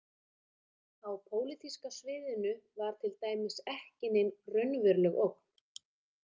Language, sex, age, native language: Icelandic, female, 30-39, Icelandic